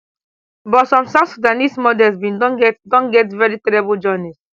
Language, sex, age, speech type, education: Nigerian Pidgin, female, 15-29, spontaneous, tertiary